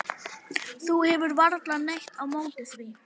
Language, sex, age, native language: Icelandic, female, 11, Icelandic